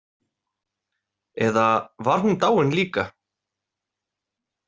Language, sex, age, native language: Icelandic, male, 30-39, Icelandic